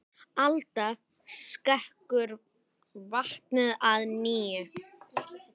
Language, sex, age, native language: Icelandic, male, 10, Icelandic